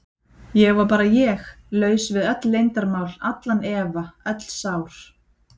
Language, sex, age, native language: Icelandic, female, 30-39, Icelandic